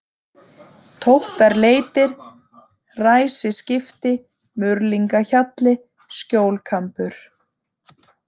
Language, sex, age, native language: Icelandic, female, 30-39, Icelandic